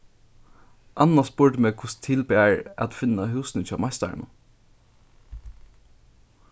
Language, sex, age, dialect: Faroese, male, 15-35, Suðurstreymoy